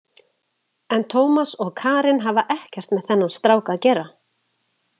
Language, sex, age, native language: Icelandic, female, 40-49, Icelandic